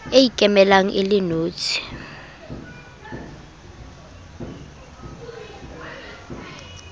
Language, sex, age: Southern Sotho, female, 22